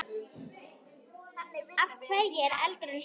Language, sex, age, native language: Icelandic, female, 10, Icelandic